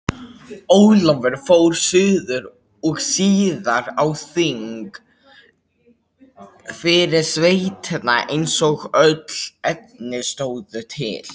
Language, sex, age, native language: Icelandic, male, 18-19, Icelandic